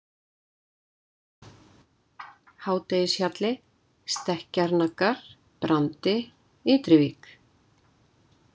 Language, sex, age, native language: Icelandic, female, 60-69, Icelandic